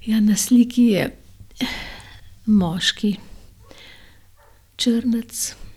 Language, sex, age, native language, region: Slovenian, female, 60+, Slovenian, Gorenjska region